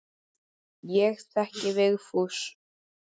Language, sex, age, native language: Icelandic, male, 10, Icelandic